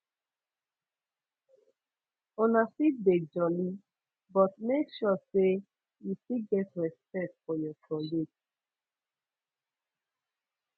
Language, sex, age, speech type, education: Nigerian Pidgin, female, 15-29, spontaneous, secondary